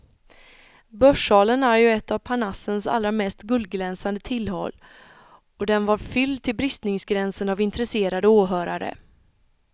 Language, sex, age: Swedish, female, 31